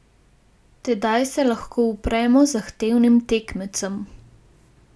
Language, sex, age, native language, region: Slovenian, female, 18-29, Slovenian, Gorenjska region